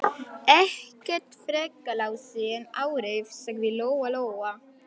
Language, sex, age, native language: Icelandic, female, 11, Polish